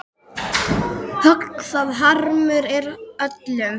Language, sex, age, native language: Icelandic, female, 8, Icelandic